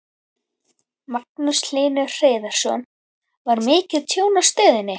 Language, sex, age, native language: Icelandic, female, 11, Icelandic